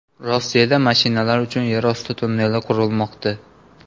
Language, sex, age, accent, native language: Uzbek, male, 18-24, Namangan, Uzbek